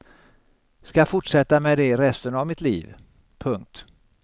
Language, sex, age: Swedish, male, 63